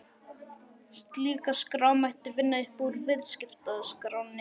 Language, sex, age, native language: Icelandic, male, 11, Icelandic